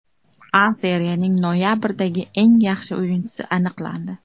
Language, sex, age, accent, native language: Uzbek, female, 25-34, Namangan, Uzbek